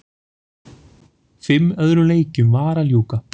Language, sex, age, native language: Icelandic, male, 40-49, Icelandic